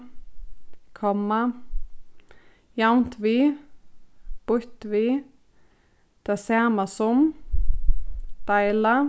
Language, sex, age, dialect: Faroese, female, 15-35, Suðurstreymoy